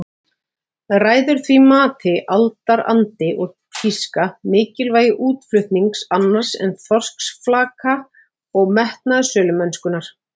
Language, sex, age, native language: Icelandic, female, 40-49, Icelandic